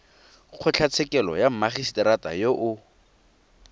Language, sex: Tswana, male